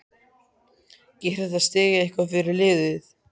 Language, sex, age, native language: Icelandic, male, 13, Icelandic